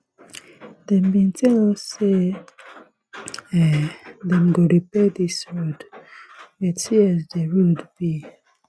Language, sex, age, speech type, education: Nigerian Pidgin, female, 15-29, spontaneous, tertiary